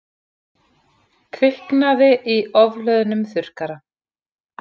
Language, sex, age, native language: Icelandic, female, 40-49, Icelandic